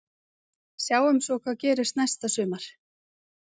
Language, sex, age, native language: Icelandic, female, 30-39, Icelandic